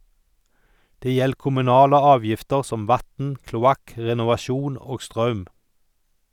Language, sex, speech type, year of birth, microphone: Norwegian, male, read, 1951, Sennheiser